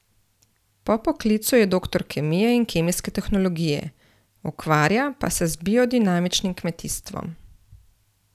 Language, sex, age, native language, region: Slovenian, female, 30-49, Slovenian, Central Slovenia